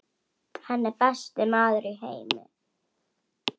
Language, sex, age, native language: Icelandic, female, 11, Icelandic